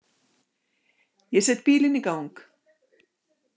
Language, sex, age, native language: Icelandic, female, 60-69, Icelandic